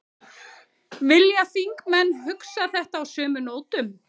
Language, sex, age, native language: Icelandic, female, 30-39, Icelandic